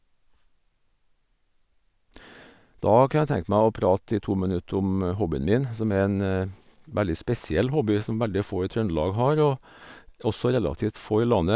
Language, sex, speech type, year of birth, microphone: Norwegian, male, spontaneous, 1951, Sennheiser